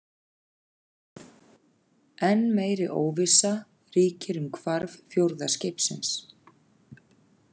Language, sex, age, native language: Icelandic, female, 40-49, Icelandic